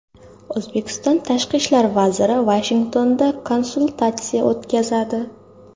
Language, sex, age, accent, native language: Uzbek, female, under 19, Toshkent shahri, Uzbek